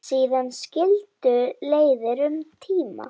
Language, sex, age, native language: Icelandic, female, 10, Icelandic